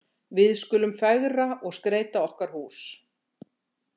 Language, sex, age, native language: Icelandic, female, 60-69, Icelandic